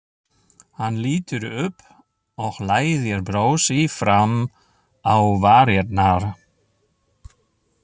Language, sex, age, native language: Icelandic, male, 60-69, German